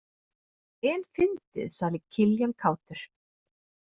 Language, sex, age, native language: Icelandic, female, 30-39, Icelandic